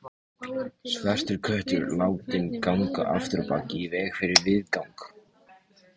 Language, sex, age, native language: Icelandic, male, 18-19, Icelandic